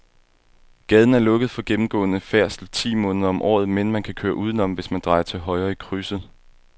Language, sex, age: Danish, male, 21